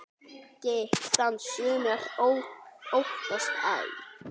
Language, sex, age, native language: Icelandic, male, 9, Icelandic